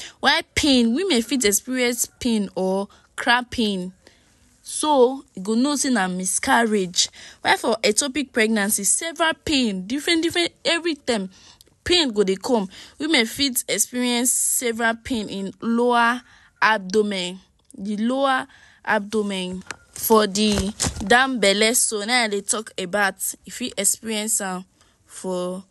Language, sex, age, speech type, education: Nigerian Pidgin, female, 46-60, spontaneous, tertiary